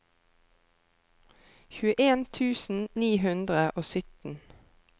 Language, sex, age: Norwegian, female, 33